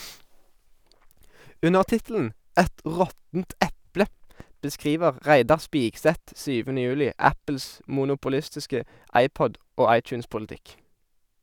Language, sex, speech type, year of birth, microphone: Norwegian, male, read, 1991, Sennheiser